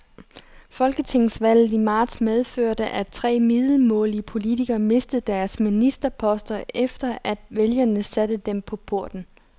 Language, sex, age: Danish, female, 30